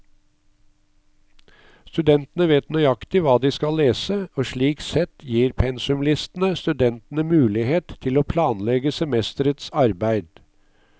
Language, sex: Norwegian, male